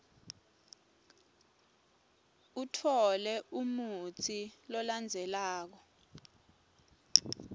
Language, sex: Swati, female